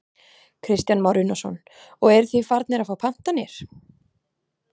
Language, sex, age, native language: Icelandic, female, 30-39, Icelandic